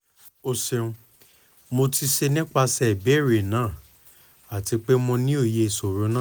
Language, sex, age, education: Yoruba, male, 15-29, tertiary